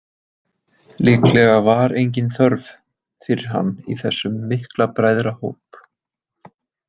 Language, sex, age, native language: Icelandic, male, 20-29, Icelandic